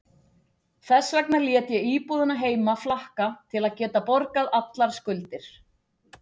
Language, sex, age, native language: Icelandic, female, 40-49, Icelandic